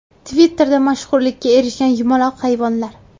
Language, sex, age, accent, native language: Uzbek, female, 18-24, Toshkent viloyati, Uzbek